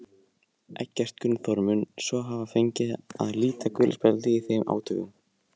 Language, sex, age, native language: Icelandic, male, 18-19, Icelandic